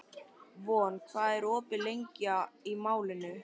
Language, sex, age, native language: Icelandic, female, 12, Icelandic